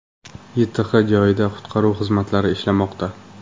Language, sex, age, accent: Uzbek, male, 18-24, Qoraqalpog'iston